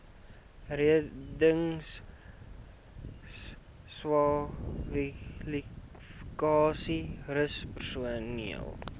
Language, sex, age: Afrikaans, male, 18